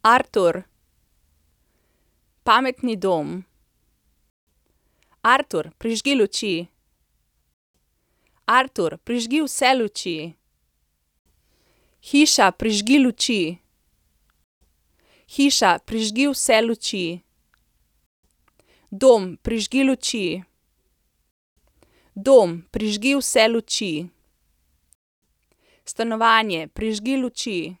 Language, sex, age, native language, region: Slovenian, female, 30-49, Slovenian, Central Slovenia